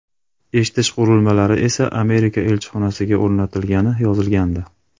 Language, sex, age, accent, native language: Uzbek, male, 25-34, Andijon, Uzbek